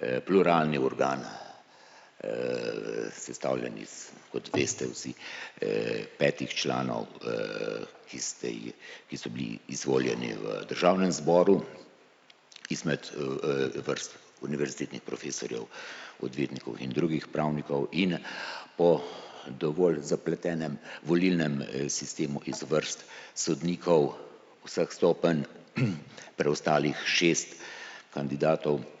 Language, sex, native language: Slovenian, male, Slovenian